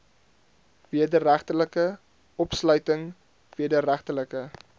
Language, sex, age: Afrikaans, male, 22